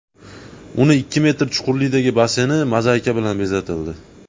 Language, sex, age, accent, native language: Uzbek, male, 19-29, Andijon, Uzbek